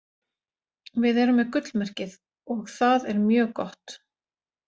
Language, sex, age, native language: Icelandic, female, 40-49, Icelandic